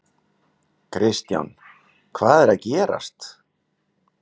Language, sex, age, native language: Icelandic, male, 50-59, Icelandic